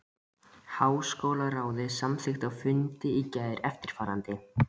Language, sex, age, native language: Icelandic, male, 13, Icelandic